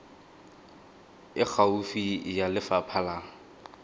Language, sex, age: Tswana, male, 19